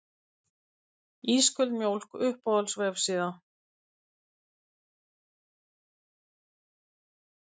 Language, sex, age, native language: Icelandic, female, 50-59, Icelandic